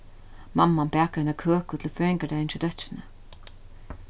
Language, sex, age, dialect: Faroese, female, 36-60, Norðuroyggjar